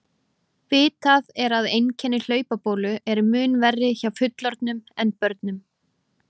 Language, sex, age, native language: Icelandic, female, 18-19, Icelandic